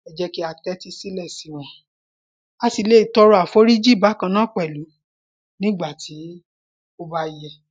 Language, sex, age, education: Yoruba, female, 46-60, primary